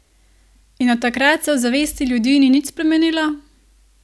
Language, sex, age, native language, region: Slovenian, female, 18-29, Slovenian, Gorenjska region